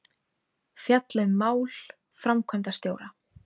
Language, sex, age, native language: Icelandic, female, 17, Icelandic